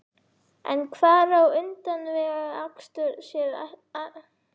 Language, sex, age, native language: Icelandic, female, 11, Icelandic